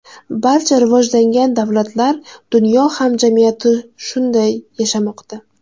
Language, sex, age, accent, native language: Uzbek, female, 18-24, Jizzax, Uzbek